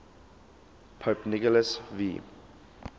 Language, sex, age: English, male, 19